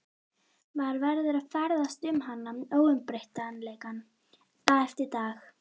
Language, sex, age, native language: Icelandic, female, 12, Icelandic